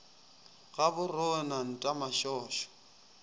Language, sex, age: Northern Sotho, male, 20